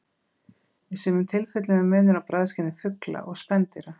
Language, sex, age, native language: Icelandic, female, 20-29, Icelandic